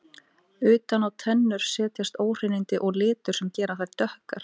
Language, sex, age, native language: Icelandic, female, 18-19, Icelandic